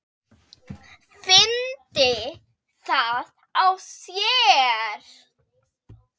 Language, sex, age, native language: Icelandic, female, 10, Icelandic